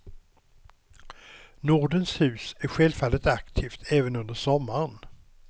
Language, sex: Swedish, male